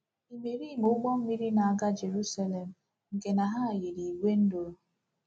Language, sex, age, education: Igbo, female, 15-29, tertiary